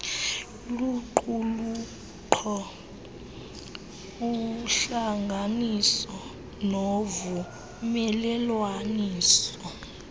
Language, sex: Xhosa, female